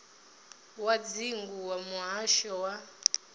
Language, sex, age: Venda, female, 20